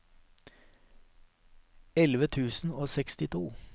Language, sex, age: Norwegian, male, 43